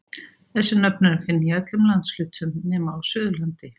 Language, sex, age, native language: Icelandic, female, 60-69, Icelandic